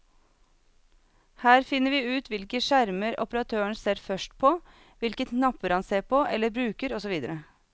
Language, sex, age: Norwegian, female, 36